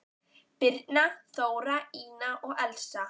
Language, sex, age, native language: Icelandic, male, 9, Icelandic